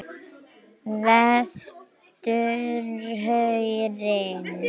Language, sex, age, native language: Icelandic, other, 18-19, Icelandic